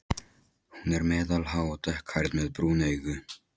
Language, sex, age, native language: Icelandic, male, 13, Polish